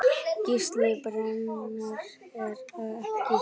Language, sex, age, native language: Icelandic, male, 9, Icelandic